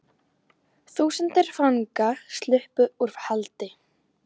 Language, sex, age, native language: Icelandic, female, 18-19, Icelandic